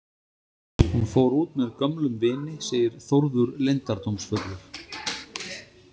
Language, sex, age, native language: Icelandic, male, 30-39, Icelandic